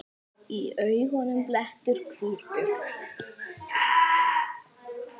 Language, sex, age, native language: Icelandic, female, 9, Icelandic